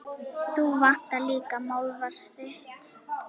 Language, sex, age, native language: Icelandic, female, 9, Icelandic